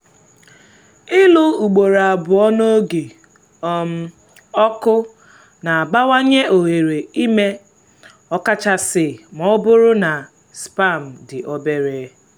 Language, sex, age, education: Igbo, female, 15-29, tertiary